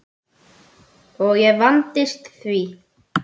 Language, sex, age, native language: Icelandic, male, 8, Icelandic